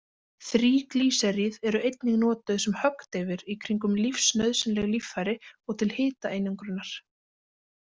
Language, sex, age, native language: Icelandic, female, 20-29, Icelandic